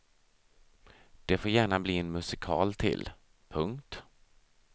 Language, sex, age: Swedish, male, 32